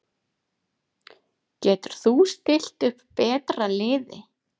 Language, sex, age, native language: Icelandic, female, 30-39, Icelandic